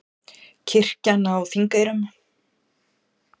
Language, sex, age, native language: Icelandic, female, 50-59, Icelandic